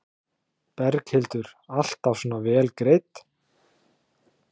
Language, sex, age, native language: Icelandic, male, 30-39, Icelandic